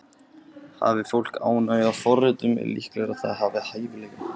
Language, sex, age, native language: Icelandic, male, 20-29, Icelandic